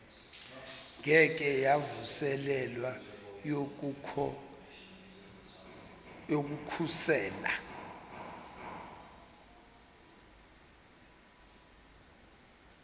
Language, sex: Zulu, male